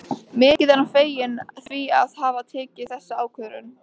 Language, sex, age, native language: Icelandic, female, 13, Icelandic